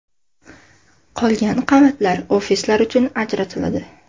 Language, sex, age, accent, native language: Uzbek, female, under 19, Andijon, Uzbek